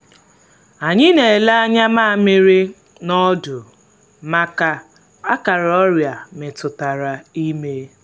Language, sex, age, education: Igbo, female, 15-29, tertiary